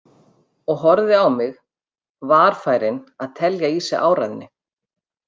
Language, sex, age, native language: Icelandic, female, 50-59, Icelandic